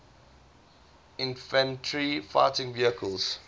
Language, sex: English, male